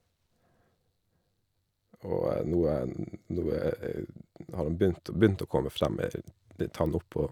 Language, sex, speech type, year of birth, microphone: Norwegian, male, spontaneous, 1979, Shure